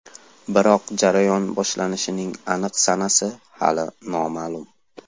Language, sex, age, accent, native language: Uzbek, male, 18-24, Andijon, Uzbek